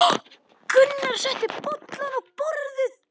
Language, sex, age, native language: Icelandic, male, 10, Icelandic